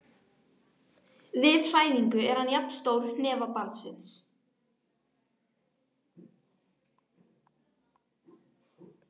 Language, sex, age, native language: Icelandic, female, 12, Icelandic